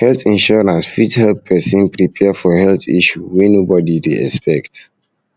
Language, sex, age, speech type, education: Nigerian Pidgin, male, 15-29, spontaneous, tertiary